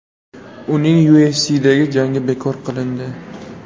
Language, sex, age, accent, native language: Uzbek, male, 18-24, Namangan, Uzbek